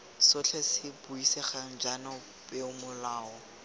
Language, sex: Tswana, male